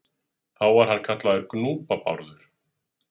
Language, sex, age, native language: Icelandic, male, 30-39, Icelandic